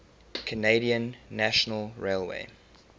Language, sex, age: English, male, 23